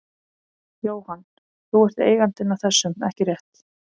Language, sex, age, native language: Icelandic, female, 30-39, Icelandic